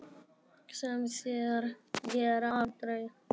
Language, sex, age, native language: Icelandic, male, 10, Icelandic